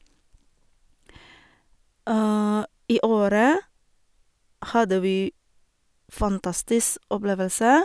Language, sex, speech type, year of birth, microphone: Norwegian, female, spontaneous, 1979, Sennheiser